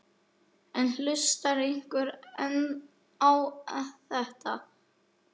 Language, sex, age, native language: Icelandic, male, 9, Icelandic